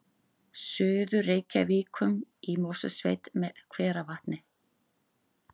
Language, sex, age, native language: Icelandic, female, 40-49, Icelandic